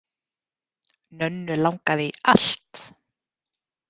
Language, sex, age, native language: Icelandic, female, 30-39, Icelandic